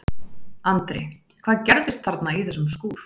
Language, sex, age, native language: Icelandic, female, 30-39, Icelandic